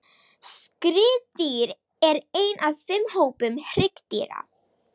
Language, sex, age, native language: Icelandic, female, 18-19, Icelandic